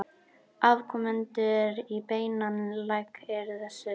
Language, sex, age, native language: Icelandic, female, 12, Icelandic